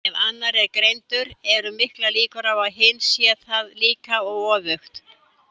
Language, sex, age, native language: Icelandic, female, 70-79, Icelandic